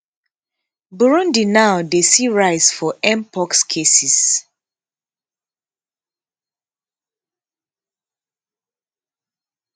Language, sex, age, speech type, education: Nigerian Pidgin, female, 15-29, spontaneous, tertiary